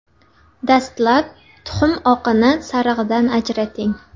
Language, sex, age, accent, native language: Uzbek, female, 19-29, Namangan, Uzbek